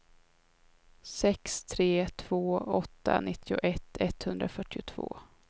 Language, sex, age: Swedish, female, 22